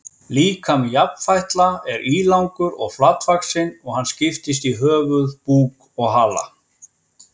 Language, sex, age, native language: Icelandic, male, 50-59, Icelandic